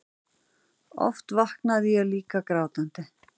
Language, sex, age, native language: Icelandic, female, 40-49, Icelandic